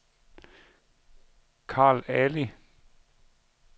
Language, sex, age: Danish, male, 51